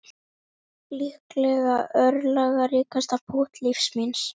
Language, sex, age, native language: Icelandic, female, 18-19, Icelandic